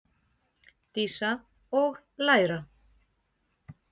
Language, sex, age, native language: Icelandic, female, 50-59, Icelandic